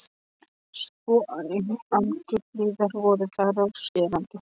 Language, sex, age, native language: Icelandic, male, 13, Polish